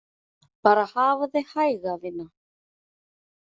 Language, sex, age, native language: Icelandic, female, 30-39, Icelandic